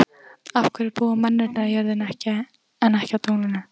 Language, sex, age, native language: Icelandic, female, 14, Icelandic